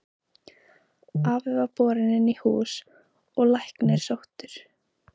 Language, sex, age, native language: Icelandic, female, 15, Icelandic